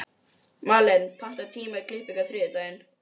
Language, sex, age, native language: Icelandic, male, 12, Icelandic